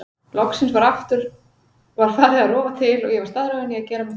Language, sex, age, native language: Icelandic, female, 40-49, Icelandic